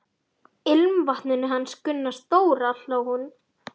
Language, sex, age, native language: Icelandic, female, 12, Icelandic